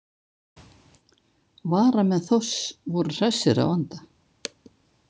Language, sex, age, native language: Icelandic, female, 70-79, Icelandic